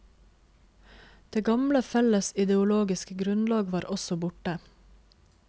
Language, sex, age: Norwegian, female, 26